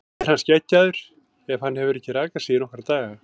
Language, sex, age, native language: Icelandic, male, 40-49, Icelandic